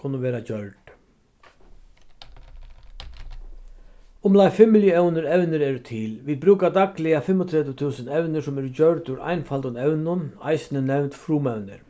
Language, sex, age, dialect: Faroese, male, 36-60, Vágar